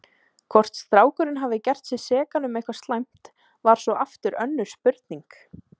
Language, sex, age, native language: Icelandic, female, 20-29, Icelandic